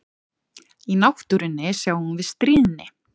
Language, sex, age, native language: Icelandic, female, 30-39, Icelandic